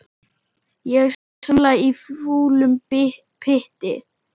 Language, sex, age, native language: Icelandic, male, 10, Icelandic